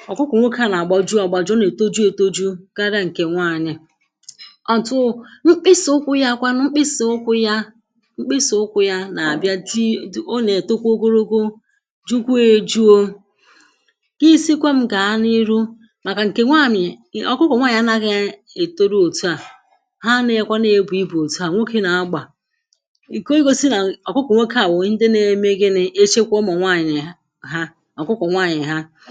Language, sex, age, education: Igbo, female, 46-60, secondary